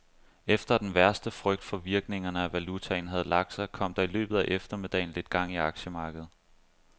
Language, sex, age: Danish, male, 25